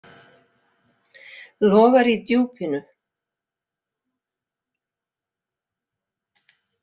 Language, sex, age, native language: Icelandic, female, 60-69, Icelandic